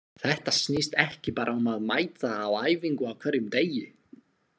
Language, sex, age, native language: Icelandic, male, 20-29, Slovak